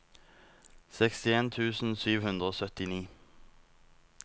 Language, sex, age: Norwegian, male, 19